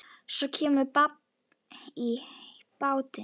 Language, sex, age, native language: Icelandic, female, 10, Icelandic